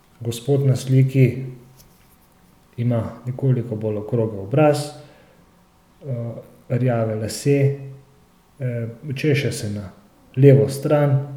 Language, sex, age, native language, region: Slovenian, male, 30-49, Slovenian, Central Slovenia